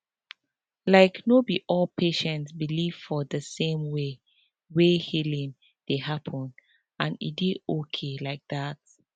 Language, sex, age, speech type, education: Nigerian Pidgin, female, 15-29, spontaneous, tertiary